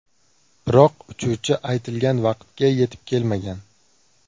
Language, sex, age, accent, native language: Uzbek, male, 18-24, Surxondaryo, Uzbek